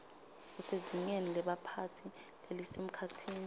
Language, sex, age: Swati, female, 25